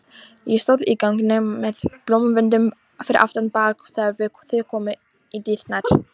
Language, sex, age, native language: Icelandic, female, 18-19, Icelandic